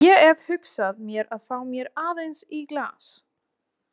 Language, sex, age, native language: Icelandic, female, 20-29, Icelandic